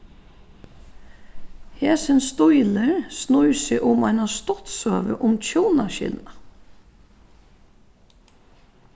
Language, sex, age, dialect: Faroese, female, 36-60, Suðurstreymoy